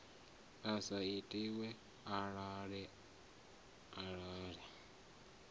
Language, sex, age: Venda, male, 34